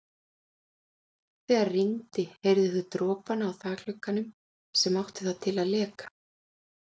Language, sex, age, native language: Icelandic, female, 40-49, Icelandic